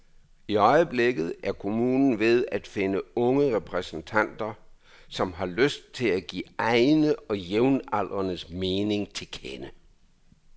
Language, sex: Danish, male